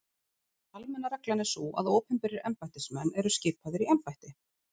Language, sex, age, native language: Icelandic, female, 40-49, Icelandic